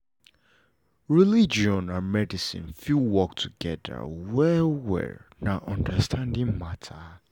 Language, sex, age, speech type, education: Nigerian Pidgin, male, 15-29, spontaneous, tertiary